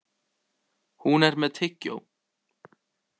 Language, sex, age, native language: Icelandic, male, 18-19, Icelandic